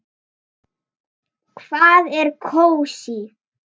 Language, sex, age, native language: Icelandic, female, 9, Icelandic